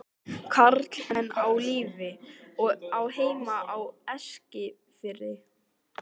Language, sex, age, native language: Icelandic, male, 13, Icelandic